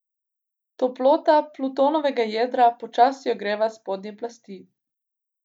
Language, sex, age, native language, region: Slovenian, female, 18-29, Slovenian, Gorica region